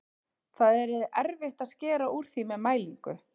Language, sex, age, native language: Icelandic, female, 30-39, Icelandic